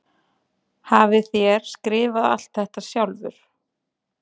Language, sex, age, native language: Icelandic, female, 20-29, Icelandic